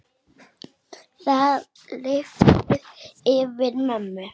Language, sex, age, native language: Icelandic, male, 8, Icelandic